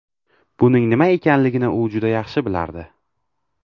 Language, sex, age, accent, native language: Uzbek, male, 18-24, Navoiy, Uzbek